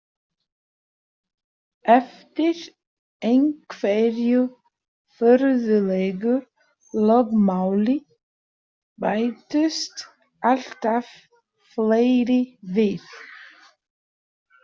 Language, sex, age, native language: Icelandic, female, 30-39, Portuguese